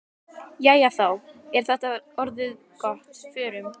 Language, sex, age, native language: Icelandic, female, 12, Icelandic